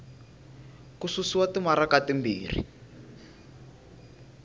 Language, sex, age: Tsonga, male, 19